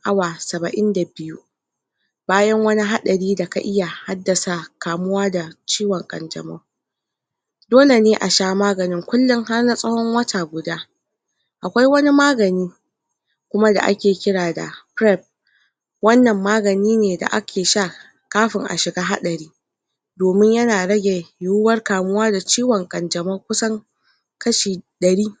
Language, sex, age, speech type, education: Hausa, female, 46-60, spontaneous, tertiary